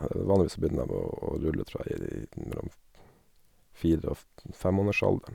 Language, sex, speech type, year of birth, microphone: Norwegian, male, spontaneous, 1979, Sennheiser